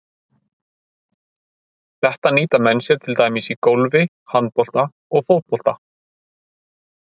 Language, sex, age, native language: Icelandic, male, 30-39, Icelandic